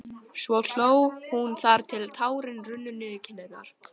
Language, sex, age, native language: Icelandic, female, 12, Icelandic